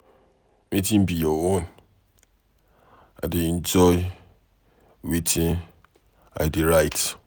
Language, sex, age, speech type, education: Nigerian Pidgin, male, 15-29, read, secondary